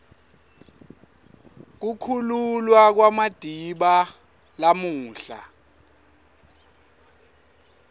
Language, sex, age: Swati, male, 24